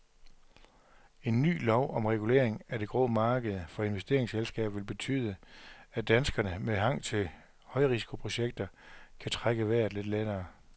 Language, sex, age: Danish, male, 42